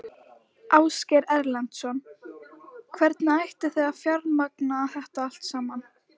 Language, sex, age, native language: Icelandic, female, 11, Icelandic